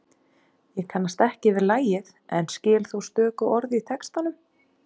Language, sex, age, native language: Icelandic, female, 30-39, Icelandic